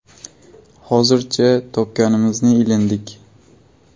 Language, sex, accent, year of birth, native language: Uzbek, male, Buxoro, 2002, Uzbek